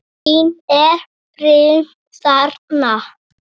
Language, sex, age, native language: Icelandic, male, 8, Icelandic